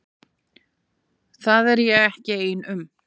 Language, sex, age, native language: Icelandic, female, 40-49, Icelandic